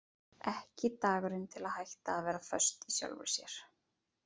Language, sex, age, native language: Icelandic, female, 30-39, Icelandic